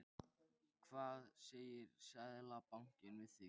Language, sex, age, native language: Icelandic, male, 13, Icelandic